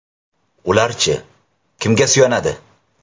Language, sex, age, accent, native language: Uzbek, male, 18-24, Navoiy, Uzbek